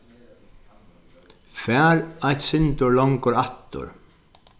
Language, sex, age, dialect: Faroese, male, 61+, Sandoy